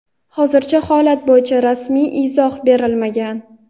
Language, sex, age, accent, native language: Uzbek, female, 12-17, Toshkent shahri, Uzbek